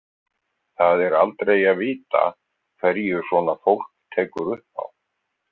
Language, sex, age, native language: Icelandic, male, 50-59, Icelandic